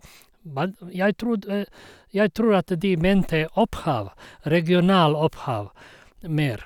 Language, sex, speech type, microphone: Norwegian, male, spontaneous, Sennheiser